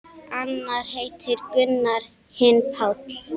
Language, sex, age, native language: Icelandic, male, 10, Icelandic